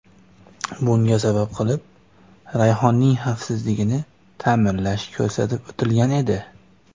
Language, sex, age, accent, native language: Uzbek, male, 19-29, Andijon, Uzbek